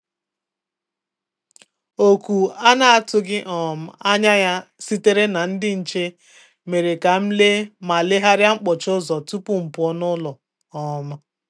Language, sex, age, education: Igbo, female, 30-45, tertiary